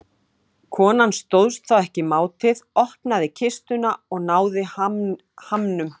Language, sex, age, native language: Icelandic, female, 18-19, Icelandic